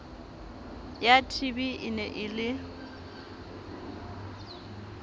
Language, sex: Southern Sotho, female